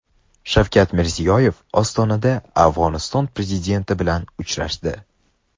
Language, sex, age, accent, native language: Uzbek, male, under 19, Sirdaryo, Uzbek